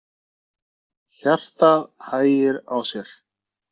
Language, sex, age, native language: Icelandic, male, 30-39, Icelandic